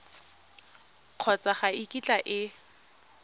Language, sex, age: Tswana, female, 22